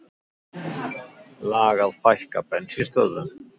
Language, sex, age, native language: Icelandic, male, 50-59, Icelandic